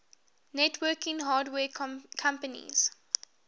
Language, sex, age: English, female, 18